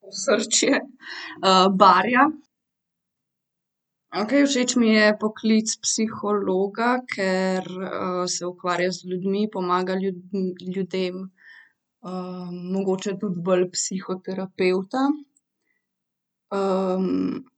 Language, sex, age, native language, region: Slovenian, female, 18-29, Slovenian, Central Slovenia